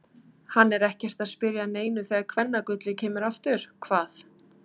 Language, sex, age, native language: Icelandic, female, 30-39, Icelandic